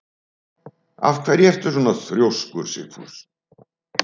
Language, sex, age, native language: Icelandic, male, 70-79, Icelandic